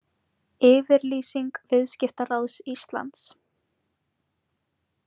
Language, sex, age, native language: Icelandic, female, 20-29, Icelandic